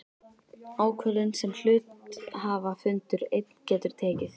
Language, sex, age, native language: Icelandic, female, 13, Icelandic